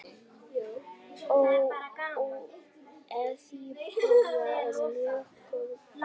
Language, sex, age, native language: Icelandic, female, 10, Icelandic